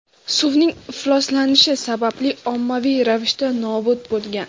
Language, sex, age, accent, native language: Uzbek, female, 18-24, Navoiy, Uzbek